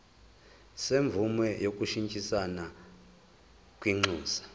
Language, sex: Zulu, male